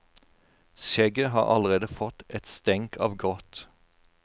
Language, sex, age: Norwegian, male, 41